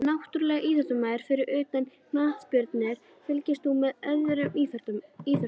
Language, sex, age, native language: Icelandic, female, 11, Icelandic